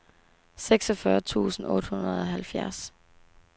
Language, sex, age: Danish, female, 18